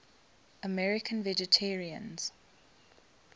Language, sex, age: English, female, 21